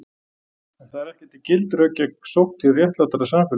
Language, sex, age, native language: Icelandic, male, 40-49, Icelandic